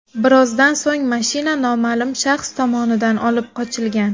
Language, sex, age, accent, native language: Uzbek, female, 19-29, Xorazm, Uzbek